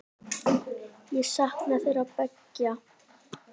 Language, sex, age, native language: Icelandic, male, 10, Icelandic